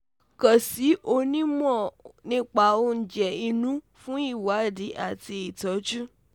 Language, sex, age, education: Yoruba, female, 15-29, tertiary